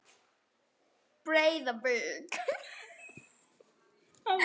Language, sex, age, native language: Icelandic, female, 18-19, Icelandic